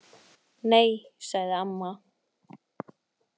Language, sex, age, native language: Icelandic, female, 20-29, Icelandic